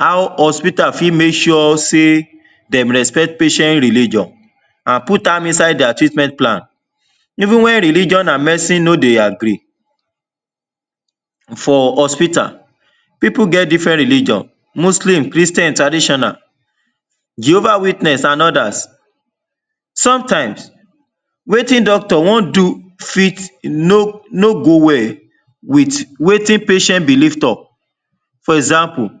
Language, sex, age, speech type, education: Nigerian Pidgin, male, 30-45, spontaneous, tertiary